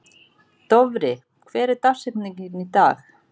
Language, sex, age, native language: Icelandic, female, 40-49, Icelandic